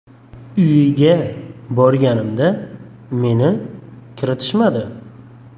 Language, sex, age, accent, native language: Uzbek, male, 18-24, Farg'ona, Uzbek